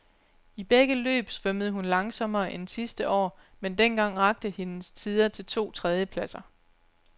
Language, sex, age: Danish, female, 29